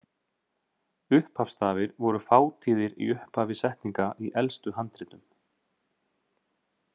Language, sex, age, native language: Icelandic, male, 30-39, Icelandic